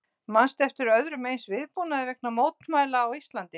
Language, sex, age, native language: Icelandic, female, 60-69, Icelandic